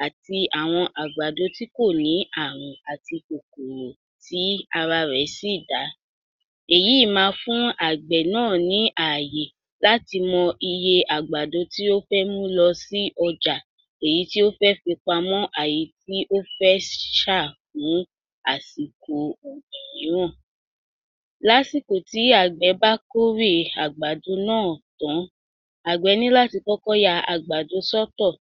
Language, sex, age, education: Yoruba, female, 46-60, tertiary